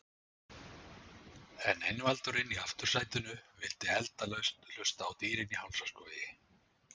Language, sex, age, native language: Icelandic, male, 60-69, Icelandic